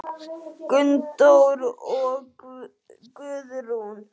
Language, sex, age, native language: Icelandic, female, 8, Icelandic